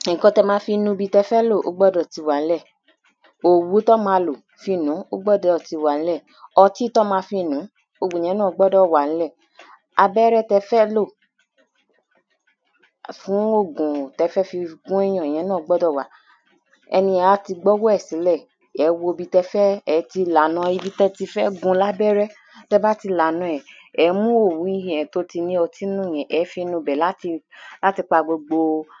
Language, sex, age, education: Yoruba, female, 30-45, tertiary